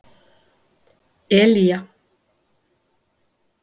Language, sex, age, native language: Icelandic, female, 30-39, Icelandic